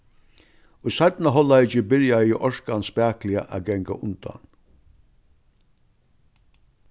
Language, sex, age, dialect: Faroese, male, 61+, Vágar